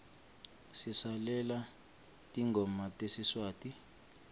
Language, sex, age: Swati, male, 25